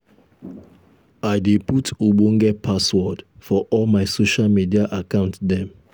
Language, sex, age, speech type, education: Nigerian Pidgin, male, 15-29, spontaneous, tertiary